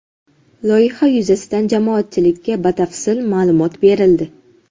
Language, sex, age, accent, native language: Uzbek, female, 12-17, Jizzax, Uzbek